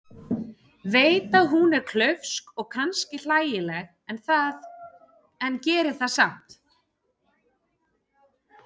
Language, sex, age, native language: Icelandic, female, 30-39, Icelandic